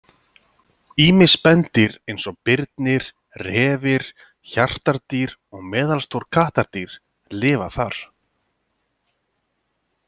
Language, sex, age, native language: Icelandic, male, 30-39, Icelandic